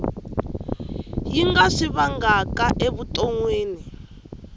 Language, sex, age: Tsonga, female, 18